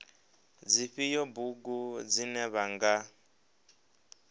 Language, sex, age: Venda, male, 23